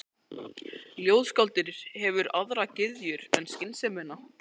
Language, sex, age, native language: Icelandic, male, 13, Icelandic